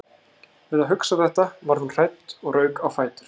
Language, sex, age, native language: Icelandic, male, 30-39, Icelandic